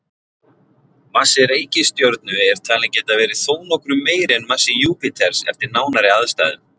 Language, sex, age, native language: Icelandic, male, 40-49, Icelandic